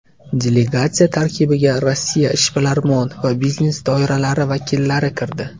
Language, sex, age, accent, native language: Uzbek, male, 18-24, Toshkent viloyati, Uzbek